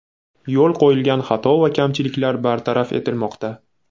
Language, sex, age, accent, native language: Uzbek, male, 18-24, Namangan, Uzbek